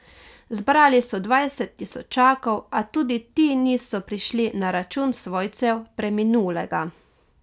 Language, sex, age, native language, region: Slovenian, female, 30-49, Slovenian, Carinthia region